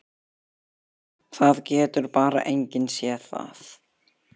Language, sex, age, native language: Icelandic, female, 11, Icelandic